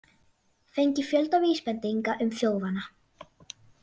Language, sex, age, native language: Icelandic, female, 40-49, Icelandic